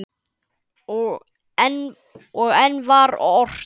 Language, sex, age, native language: Icelandic, male, 9, Icelandic